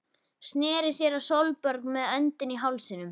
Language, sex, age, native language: Icelandic, female, 11, Icelandic